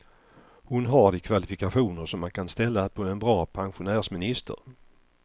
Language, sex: Swedish, male